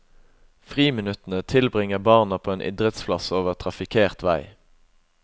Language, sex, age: Norwegian, male, 21